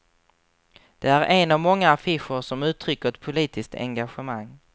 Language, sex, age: Swedish, male, 24